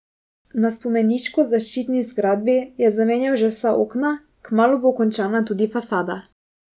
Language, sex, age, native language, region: Slovenian, female, 18-29, Slovenian, Drava region